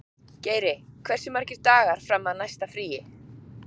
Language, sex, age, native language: Icelandic, female, 40-49, Icelandic